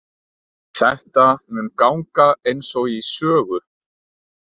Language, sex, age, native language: Icelandic, male, 30-39, Icelandic